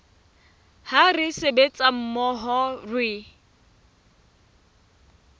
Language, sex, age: Southern Sotho, female, 21